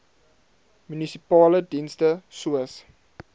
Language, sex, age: Afrikaans, male, 22